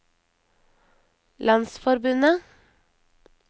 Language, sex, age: Norwegian, female, 23